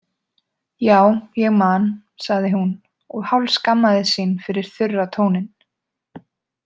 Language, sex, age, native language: Icelandic, female, 20-29, Icelandic